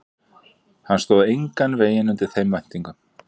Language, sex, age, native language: Icelandic, male, 40-49, Icelandic